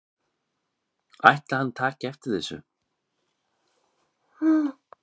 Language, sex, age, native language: Icelandic, male, 5, Icelandic